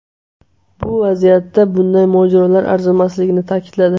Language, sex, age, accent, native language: Uzbek, male, 18-24, Namangan, Uzbek